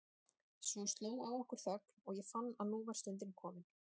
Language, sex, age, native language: Icelandic, female, 30-39, Icelandic